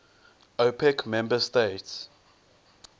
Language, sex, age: English, male, 20